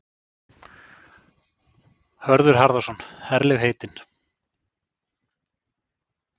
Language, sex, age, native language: Icelandic, male, 40-49, Icelandic